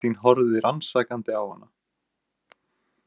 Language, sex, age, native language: Icelandic, male, 18-19, Icelandic